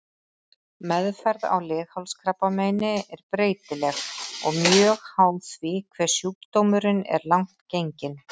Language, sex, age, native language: Icelandic, female, 30-39, Icelandic